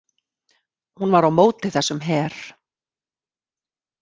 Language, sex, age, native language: Icelandic, female, 50-59, Icelandic